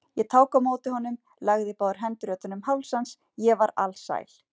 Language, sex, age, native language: Icelandic, female, 40-49, Icelandic